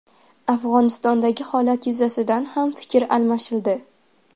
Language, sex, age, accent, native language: Uzbek, female, 12-17, Farg'ona, Uzbek